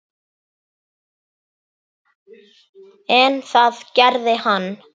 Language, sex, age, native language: Icelandic, male, 8, Icelandic